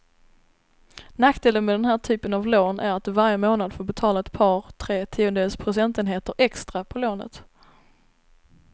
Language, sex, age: Swedish, female, 26